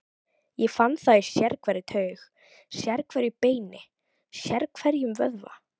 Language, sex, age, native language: Icelandic, female, 12, Icelandic